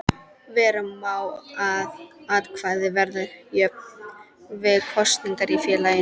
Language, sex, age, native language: Icelandic, female, 13, Icelandic